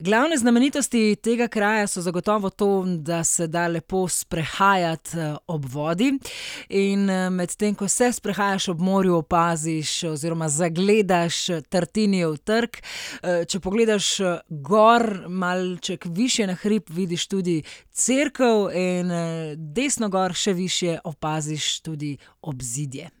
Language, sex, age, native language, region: Slovenian, female, 30-49, Slovenian, Central Slovenia